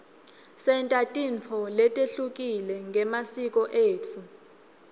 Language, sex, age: Swati, female, 21